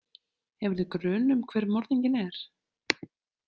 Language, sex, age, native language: Icelandic, female, 30-39, Icelandic